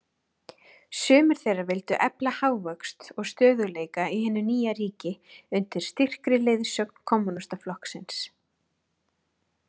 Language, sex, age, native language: Icelandic, female, 30-39, Icelandic